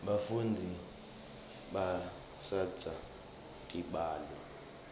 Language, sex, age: Swati, male, 24